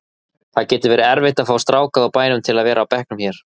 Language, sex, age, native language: Icelandic, male, 30-39, Icelandic